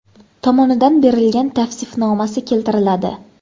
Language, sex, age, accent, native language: Uzbek, female, 19-29, Farg'ona, Uzbek